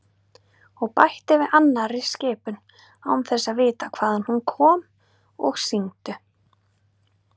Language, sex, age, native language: Icelandic, female, 30-39, Icelandic